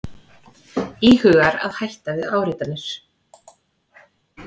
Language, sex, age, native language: Icelandic, female, 30-39, Icelandic